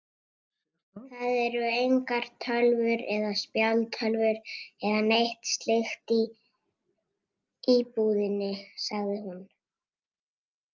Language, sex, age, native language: Icelandic, female, 50-59, Icelandic